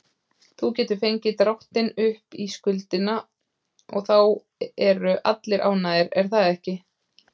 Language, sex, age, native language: Icelandic, female, 30-39, Icelandic